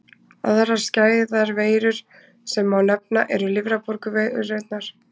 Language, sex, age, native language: Icelandic, female, 20-29, Icelandic